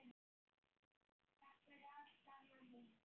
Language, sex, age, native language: Icelandic, male, 9, Icelandic